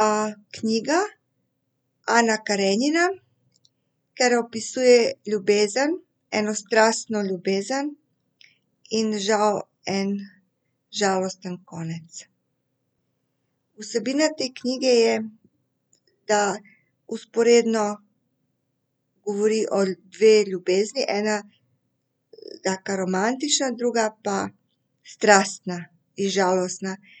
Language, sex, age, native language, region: Slovenian, female, 50-59, Serbian, Central Slovenia